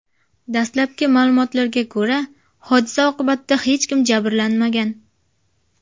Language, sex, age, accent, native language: Uzbek, female, 19-29, Jizzax, Uzbek